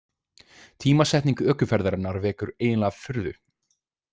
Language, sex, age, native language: Icelandic, male, 20-29, Icelandic